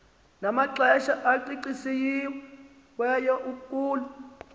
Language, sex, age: Xhosa, male, 19